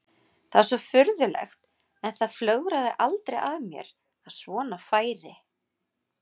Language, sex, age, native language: Icelandic, female, 40-49, Icelandic